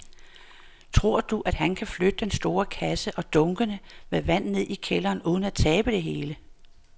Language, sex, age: Danish, female, 59